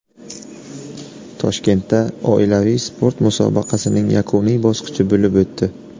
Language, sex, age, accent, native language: Uzbek, male, 18-24, Navoiy, Uzbek